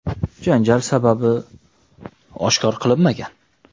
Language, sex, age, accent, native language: Uzbek, male, 19-29, Toshkent shahri, Uzbek